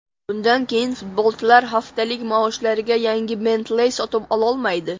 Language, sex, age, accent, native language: Uzbek, male, under 19, Namangan, Uzbek